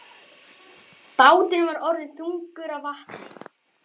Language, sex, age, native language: Icelandic, male, 11, Icelandic